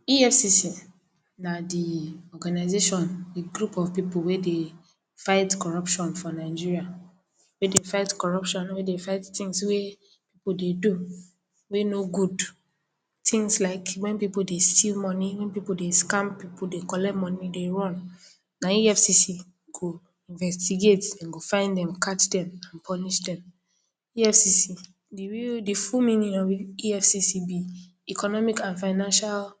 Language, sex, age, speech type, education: Nigerian Pidgin, female, 15-29, spontaneous, tertiary